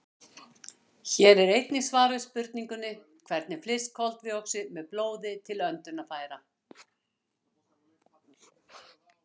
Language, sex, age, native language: Icelandic, female, 60-69, Icelandic